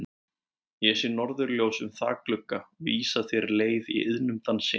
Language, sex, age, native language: Icelandic, male, 20-29, Icelandic